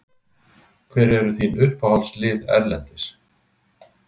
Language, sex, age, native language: Icelandic, male, 60-69, Icelandic